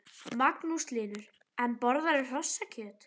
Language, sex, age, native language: Icelandic, female, 12, Icelandic